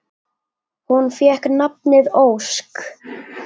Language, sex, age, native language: Icelandic, male, 9, Icelandic